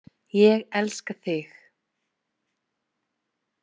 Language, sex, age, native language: Icelandic, female, 20-29, Icelandic